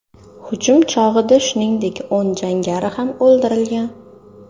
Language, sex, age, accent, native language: Uzbek, female, under 19, Toshkent shahri, Uzbek